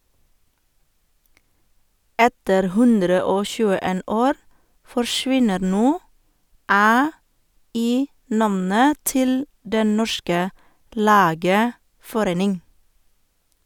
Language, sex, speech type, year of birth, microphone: Norwegian, female, read, 1979, Sennheiser